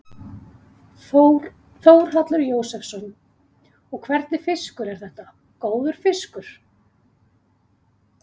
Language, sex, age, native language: Icelandic, female, 30-39, Icelandic